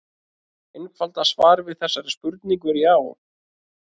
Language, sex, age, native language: Icelandic, male, 30-39, Icelandic